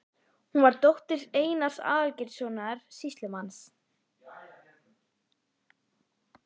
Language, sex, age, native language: Icelandic, female, 11, Icelandic